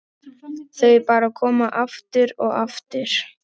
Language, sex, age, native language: Icelandic, male, 12, Icelandic